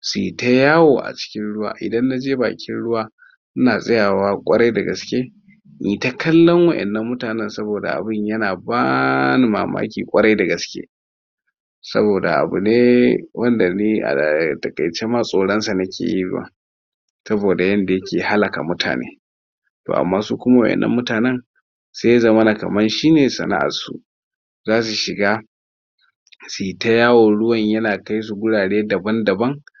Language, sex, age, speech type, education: Hausa, male, 30-45, spontaneous, tertiary